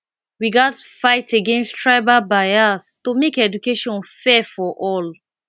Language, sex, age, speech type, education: Nigerian Pidgin, female, 15-29, spontaneous, tertiary